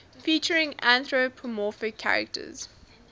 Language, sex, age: English, female, 19